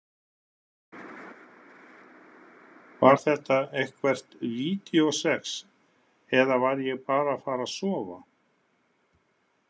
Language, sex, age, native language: Icelandic, male, 50-59, Icelandic